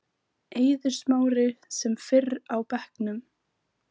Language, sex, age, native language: Icelandic, female, 18-19, Icelandic